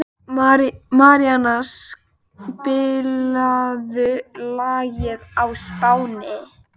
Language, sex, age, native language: Icelandic, male, 12, Icelandic